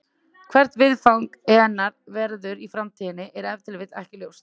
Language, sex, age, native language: Icelandic, female, 30-39, Icelandic